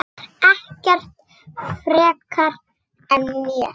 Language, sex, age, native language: Icelandic, female, 6, Icelandic